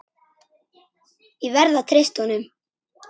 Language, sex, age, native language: Icelandic, female, 9, Icelandic